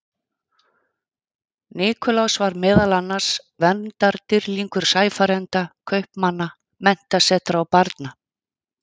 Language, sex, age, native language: Icelandic, female, 50-59, Icelandic